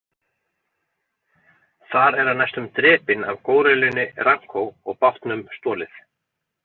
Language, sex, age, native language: Icelandic, male, 40-49, Icelandic